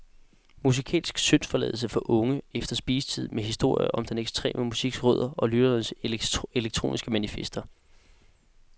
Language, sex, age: Danish, male, 18